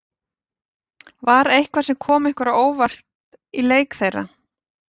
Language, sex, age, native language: Icelandic, female, 40-49, Icelandic